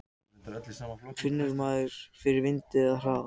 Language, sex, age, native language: Icelandic, other, 60-69, Icelandic